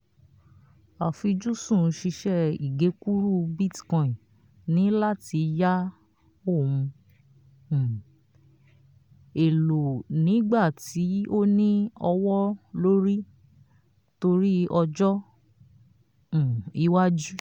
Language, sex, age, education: Yoruba, female, 30-45, tertiary